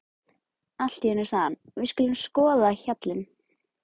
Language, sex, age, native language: Icelandic, male, 12, Icelandic